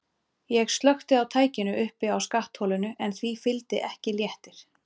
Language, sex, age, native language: Icelandic, female, 30-39, Icelandic